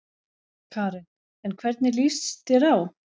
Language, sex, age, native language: Icelandic, female, 11, Icelandic